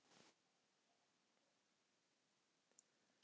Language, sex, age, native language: Icelandic, female, 60-69, Icelandic